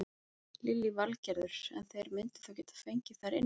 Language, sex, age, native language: Icelandic, female, 30-39, Icelandic